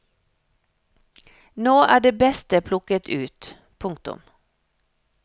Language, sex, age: Norwegian, female, 56